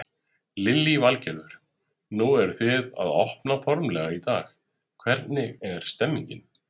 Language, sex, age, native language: Icelandic, male, 30-39, Icelandic